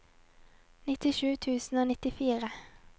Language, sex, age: Norwegian, female, 22